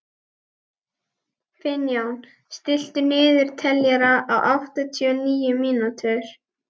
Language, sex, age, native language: Icelandic, female, 11, Icelandic